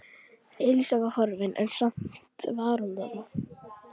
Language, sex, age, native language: Icelandic, female, 12, Icelandic